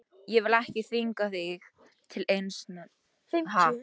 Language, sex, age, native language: Icelandic, female, 18-19, Polish